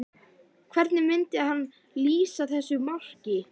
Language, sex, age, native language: Icelandic, female, 11, Icelandic